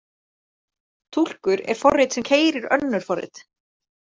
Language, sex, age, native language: Icelandic, female, 30-39, Icelandic